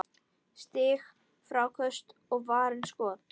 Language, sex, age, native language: Icelandic, female, 10, Icelandic